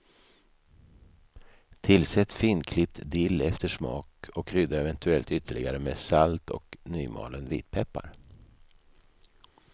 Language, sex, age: Swedish, male, 55